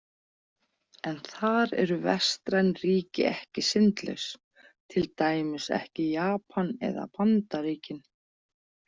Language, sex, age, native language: Icelandic, female, 40-49, Icelandic